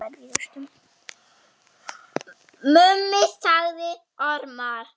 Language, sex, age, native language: Icelandic, female, 9, German